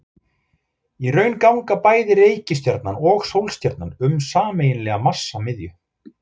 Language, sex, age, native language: Icelandic, male, 40-49, Icelandic